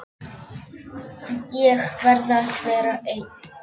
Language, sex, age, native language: Icelandic, male, 10, Icelandic